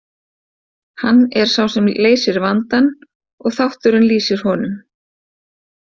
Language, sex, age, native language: Icelandic, female, 40-49, Icelandic